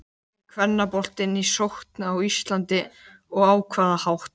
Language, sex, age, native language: Icelandic, male, 12, Icelandic